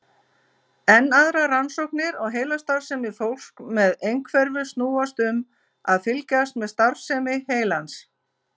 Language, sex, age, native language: Icelandic, female, 50-59, Icelandic